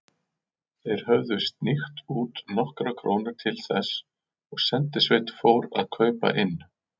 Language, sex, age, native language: Icelandic, male, 40-49, Icelandic